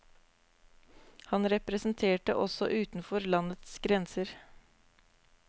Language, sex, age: Norwegian, female, 24